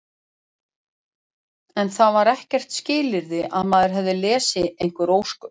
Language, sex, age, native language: Icelandic, female, 40-49, Icelandic